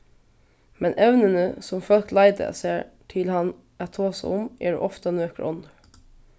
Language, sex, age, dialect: Faroese, female, 15-35, Vágar